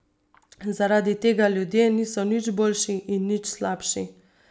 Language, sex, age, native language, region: Slovenian, female, 30-49, Slovenian, Savinja region